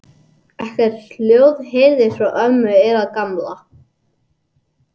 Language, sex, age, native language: Icelandic, male, 80-89, English